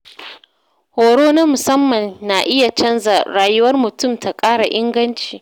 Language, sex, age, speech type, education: Hausa, female, 30-45, read, secondary